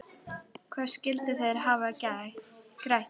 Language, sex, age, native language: Icelandic, female, 10, Icelandic